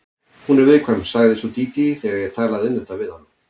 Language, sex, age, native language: Icelandic, male, 40-49, Icelandic